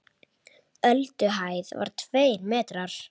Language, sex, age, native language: Icelandic, female, 8, Icelandic